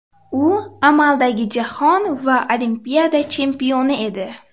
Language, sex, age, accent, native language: Uzbek, female, 12-17, Farg'ona, Uzbek